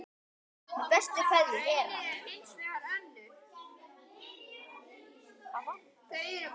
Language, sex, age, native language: Icelandic, male, 10, Icelandic